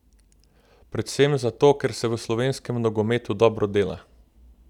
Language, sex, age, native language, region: Slovenian, male, 18-29, Slovenian, Southeast Slovenia